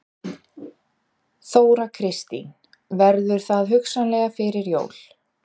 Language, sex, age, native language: Icelandic, female, 30-39, Icelandic